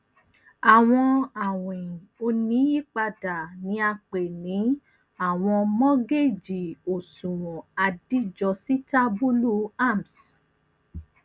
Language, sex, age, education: Yoruba, female, 15-29, tertiary